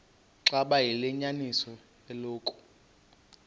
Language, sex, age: Xhosa, male, 28